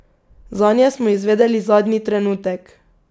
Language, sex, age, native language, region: Slovenian, female, 18-29, Slovenian, Pomurje region